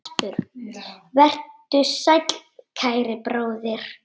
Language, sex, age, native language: Icelandic, male, 8, Icelandic